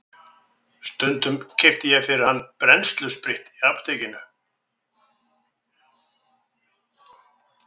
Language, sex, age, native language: Icelandic, male, 60-69, Icelandic